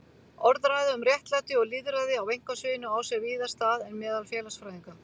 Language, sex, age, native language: Icelandic, female, 50-59, Icelandic